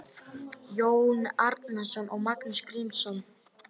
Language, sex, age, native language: Icelandic, female, 30-39, Icelandic